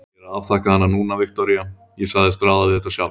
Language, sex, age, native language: Icelandic, male, 30-39, Icelandic